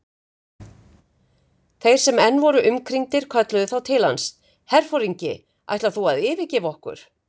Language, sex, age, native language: Icelandic, female, 50-59, Icelandic